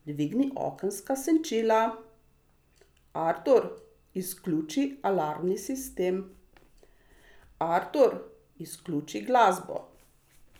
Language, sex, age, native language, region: Slovenian, female, 60+, Slovenian, Savinja region